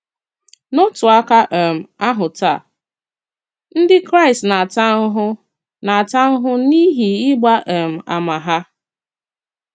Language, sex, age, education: Igbo, female, 30-45, tertiary